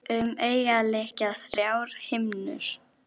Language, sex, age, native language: Icelandic, female, 10, Icelandic